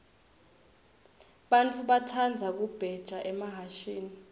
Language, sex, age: Swati, female, 21